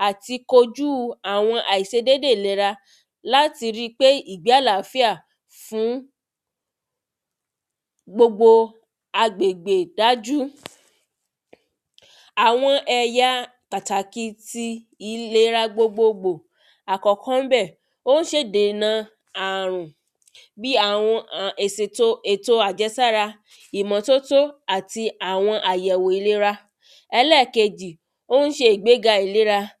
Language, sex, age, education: Yoruba, female, 30-45, tertiary